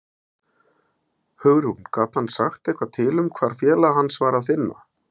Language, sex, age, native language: Icelandic, male, 50-59, Icelandic